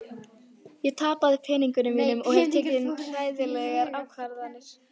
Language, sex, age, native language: Icelandic, female, 18-19, Icelandic